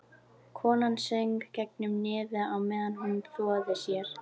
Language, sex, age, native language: Icelandic, female, 12, Icelandic